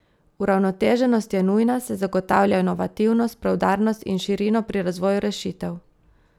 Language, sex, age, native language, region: Slovenian, female, 30-49, Slovenian, Gorica region